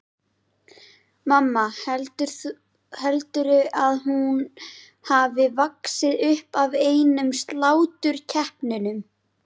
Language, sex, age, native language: Icelandic, female, 11, Icelandic